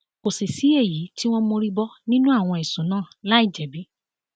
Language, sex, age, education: Yoruba, female, 30-45, tertiary